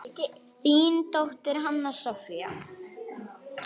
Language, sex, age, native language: Icelandic, female, 10, Icelandic